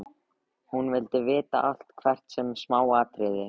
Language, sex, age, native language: Icelandic, male, 13, Icelandic